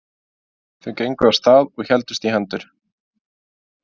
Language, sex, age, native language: Icelandic, male, 20-29, Icelandic